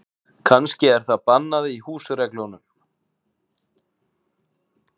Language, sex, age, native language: Icelandic, male, 40-49, Icelandic